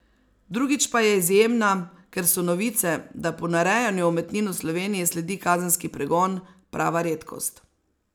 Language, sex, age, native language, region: Slovenian, female, 60+, Slovenian, Savinja region